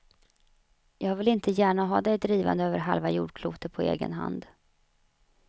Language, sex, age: Swedish, female, 35